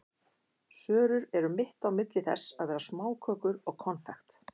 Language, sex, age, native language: Icelandic, female, 50-59, Icelandic